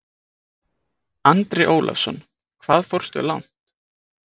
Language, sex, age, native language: Icelandic, male, 20-29, Icelandic